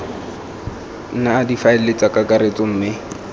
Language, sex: Tswana, male